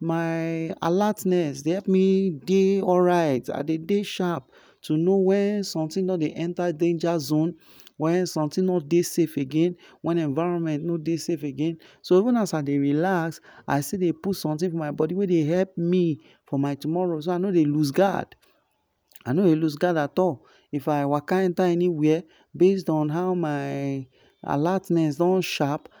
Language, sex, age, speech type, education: Nigerian Pidgin, male, 15-29, spontaneous, tertiary